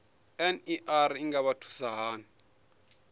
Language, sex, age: Venda, male, 21